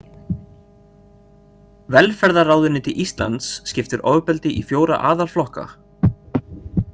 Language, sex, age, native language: Icelandic, male, 30-39, Icelandic